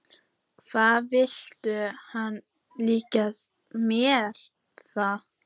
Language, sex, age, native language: Icelandic, female, 14, Icelandic